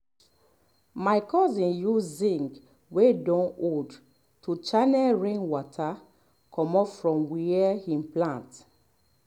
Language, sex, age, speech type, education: Nigerian Pidgin, female, 30-45, spontaneous, tertiary